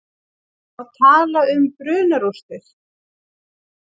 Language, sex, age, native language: Icelandic, female, 40-49, Icelandic